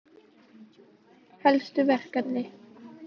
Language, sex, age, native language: Icelandic, female, 18-19, Icelandic